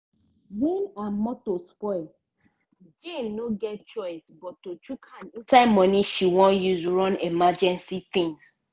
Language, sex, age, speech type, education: Nigerian Pidgin, female, 30-45, spontaneous, secondary